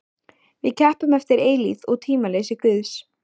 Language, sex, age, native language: Icelandic, female, 14, Icelandic